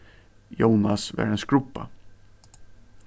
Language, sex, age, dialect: Faroese, male, 15-35, Suðurstreymoy